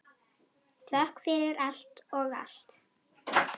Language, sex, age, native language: Icelandic, female, 8, Icelandic